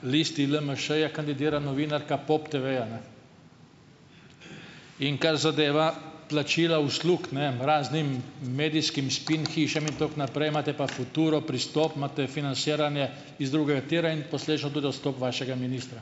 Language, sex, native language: Slovenian, male, Slovenian